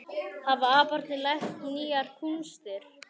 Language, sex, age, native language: Icelandic, male, 18-19, Icelandic